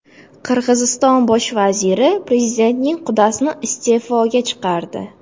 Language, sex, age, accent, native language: Uzbek, female, 18-24, Jizzax, Uzbek